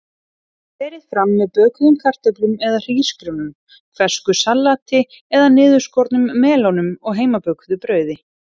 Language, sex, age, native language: Icelandic, female, 30-39, Icelandic